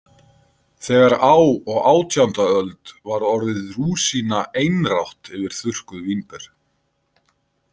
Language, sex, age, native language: Icelandic, male, 50-59, Icelandic